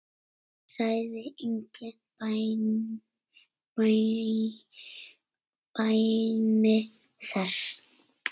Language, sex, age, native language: Icelandic, female, 6, Icelandic